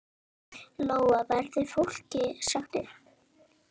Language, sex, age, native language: Icelandic, female, 9, Icelandic